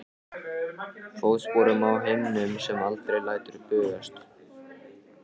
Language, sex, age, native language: Icelandic, male, 14, Icelandic